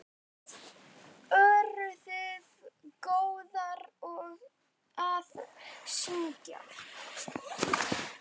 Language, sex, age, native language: Icelandic, male, 9, Icelandic